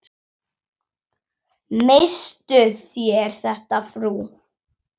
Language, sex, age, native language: Icelandic, male, 8, Icelandic